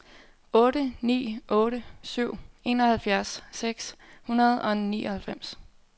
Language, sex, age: Danish, female, 24